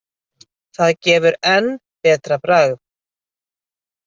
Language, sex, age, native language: Icelandic, female, 50-59, Icelandic